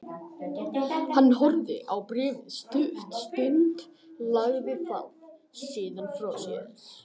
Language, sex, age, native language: Icelandic, male, 18-19, Icelandic